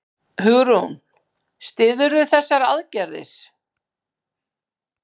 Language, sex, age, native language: Icelandic, female, 50-59, Icelandic